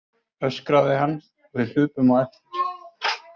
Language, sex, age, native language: Icelandic, male, 40-49, Icelandic